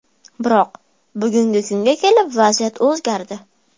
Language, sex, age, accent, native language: Uzbek, female, 12-17, Farg'ona, Uzbek